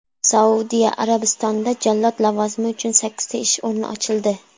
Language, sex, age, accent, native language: Uzbek, female, under 19, Sirdaryo, Uzbek